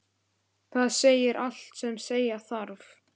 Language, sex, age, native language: Icelandic, male, 11, Icelandic